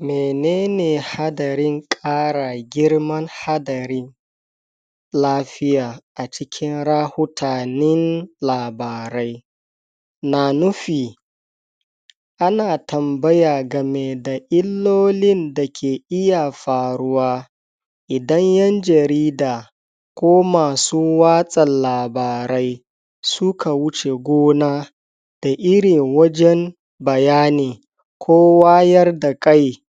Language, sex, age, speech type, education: Hausa, male, 60+, spontaneous, tertiary